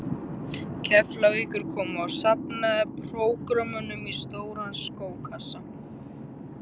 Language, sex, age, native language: Icelandic, male, 13, Icelandic